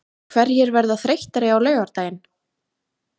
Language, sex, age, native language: Icelandic, female, 20-29, Icelandic